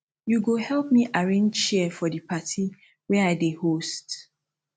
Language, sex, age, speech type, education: Nigerian Pidgin, female, 15-29, spontaneous, tertiary